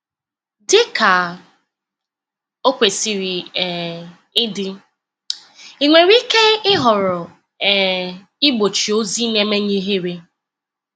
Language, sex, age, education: Igbo, female, 15-29, tertiary